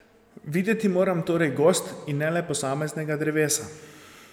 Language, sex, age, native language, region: Slovenian, male, 30-49, Slovenian, Zasavska region